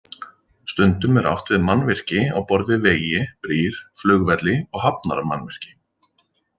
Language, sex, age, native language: Icelandic, male, 40-49, Icelandic